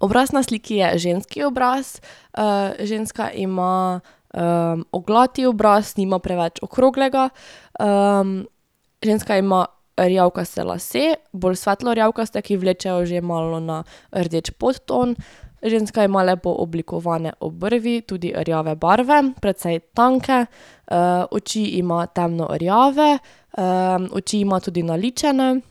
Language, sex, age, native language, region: Slovenian, female, 18-29, Slovenian, Drava region